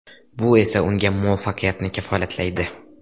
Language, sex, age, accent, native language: Uzbek, male, 12-17, Xorazm, Uzbek